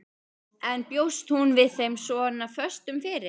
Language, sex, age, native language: Icelandic, female, 12, Icelandic